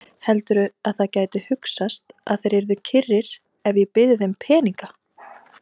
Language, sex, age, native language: Icelandic, female, 30-39, Icelandic